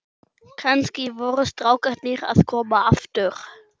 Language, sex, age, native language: Icelandic, male, 11, German